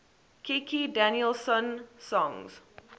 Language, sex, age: English, female, 18